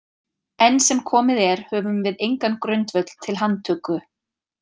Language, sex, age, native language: Icelandic, female, 30-39, Icelandic